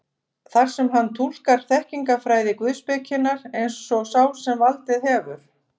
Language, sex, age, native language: Icelandic, female, 50-59, Icelandic